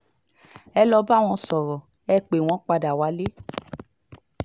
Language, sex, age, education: Yoruba, female, 15-29, tertiary